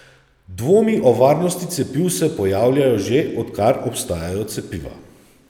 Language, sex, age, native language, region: Slovenian, male, 30-49, Slovenian, Savinja region